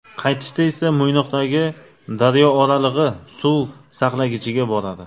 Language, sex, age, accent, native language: Uzbek, male, 25-34, Navoiy, Uzbek